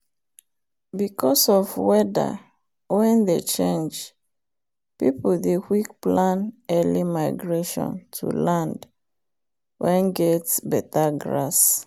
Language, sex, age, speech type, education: Nigerian Pidgin, female, 30-45, spontaneous, tertiary